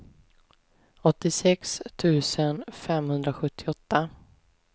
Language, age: Swedish, 20